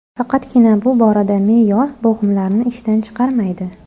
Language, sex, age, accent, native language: Uzbek, female, 25-34, Toshkent shahri, Uzbek